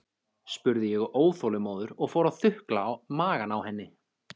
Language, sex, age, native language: Icelandic, female, 13, Icelandic